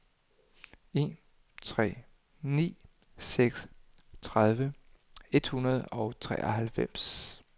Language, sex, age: Danish, male, 39